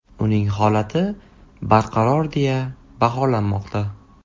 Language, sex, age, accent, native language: Uzbek, male, 18-24, Toshkent shahri, Uzbek